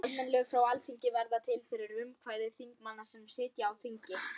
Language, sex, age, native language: Icelandic, female, 18-19, Polish